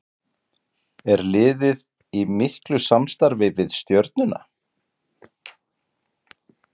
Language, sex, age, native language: Icelandic, male, 40-49, Icelandic